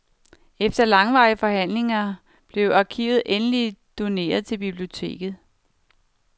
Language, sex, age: Danish, female, 49